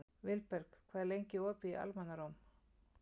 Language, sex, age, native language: Icelandic, female, 50-59, Icelandic